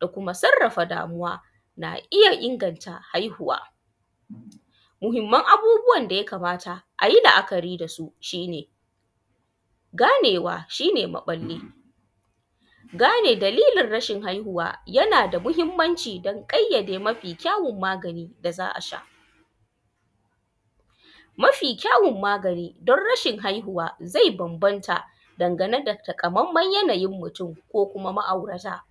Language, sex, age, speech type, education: Hausa, female, 15-29, spontaneous, tertiary